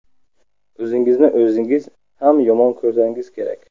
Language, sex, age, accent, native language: Uzbek, male, 25-34, Samarqand, Uzbek